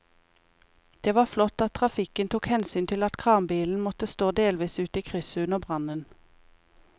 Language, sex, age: Norwegian, female, 28